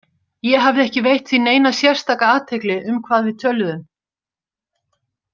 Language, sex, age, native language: Icelandic, female, 60-69, Icelandic